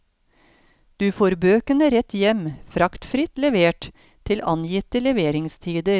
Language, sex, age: Norwegian, female, 53